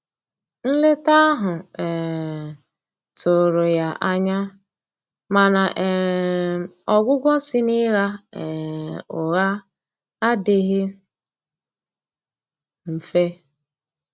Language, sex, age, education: Igbo, female, 15-29, tertiary